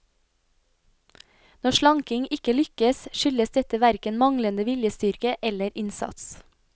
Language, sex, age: Norwegian, female, 25